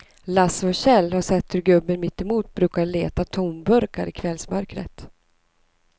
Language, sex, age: Swedish, female, 39